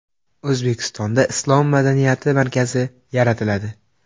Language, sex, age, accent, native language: Uzbek, male, 18-24, Xorazm, Uzbek